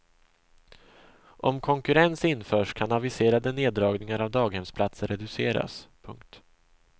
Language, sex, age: Swedish, male, 26